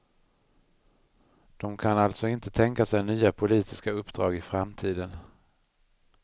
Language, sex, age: Swedish, male, 39